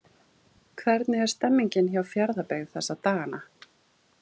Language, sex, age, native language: Icelandic, female, 40-49, Icelandic